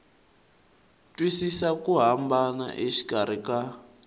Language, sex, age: Tsonga, male, 19